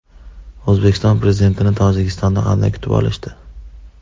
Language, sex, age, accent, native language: Uzbek, male, 18-24, Farg'ona, Uzbek